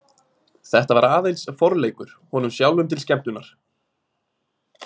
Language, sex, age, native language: Icelandic, male, 20-29, Icelandic